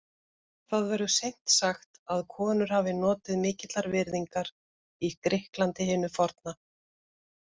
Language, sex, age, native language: Icelandic, female, 50-59, Icelandic